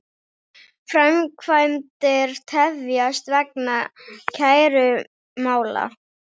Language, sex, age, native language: Icelandic, female, 18-19, Icelandic